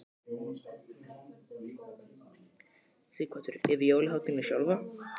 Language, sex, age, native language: Icelandic, male, 12, Icelandic